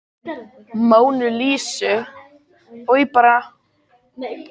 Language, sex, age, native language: Icelandic, female, 20-29, Icelandic